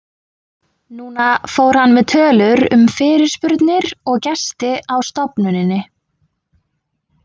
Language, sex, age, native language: Icelandic, female, 20-29, Icelandic